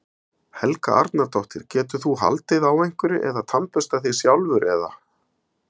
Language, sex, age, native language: Icelandic, male, 50-59, Icelandic